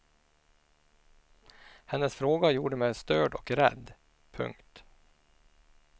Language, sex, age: Swedish, male, 49